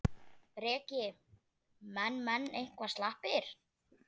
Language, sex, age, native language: Icelandic, female, 10, Icelandic